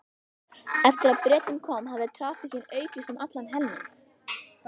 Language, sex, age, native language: Icelandic, female, 11, Icelandic